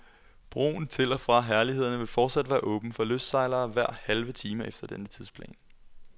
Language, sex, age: Danish, male, 21